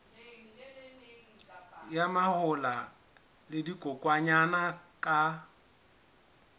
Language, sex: Southern Sotho, male